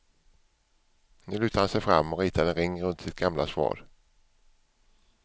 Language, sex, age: Swedish, male, 47